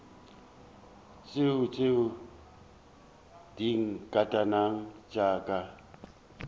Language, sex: Northern Sotho, male